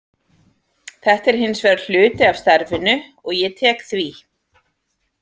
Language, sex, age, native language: Icelandic, female, 40-49, Icelandic